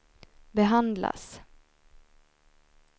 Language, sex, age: Swedish, female, 24